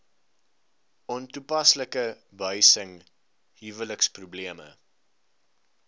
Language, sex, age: Afrikaans, male, 19